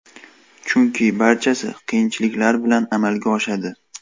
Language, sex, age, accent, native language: Uzbek, male, 18-24, Toshkent shahri, Uzbek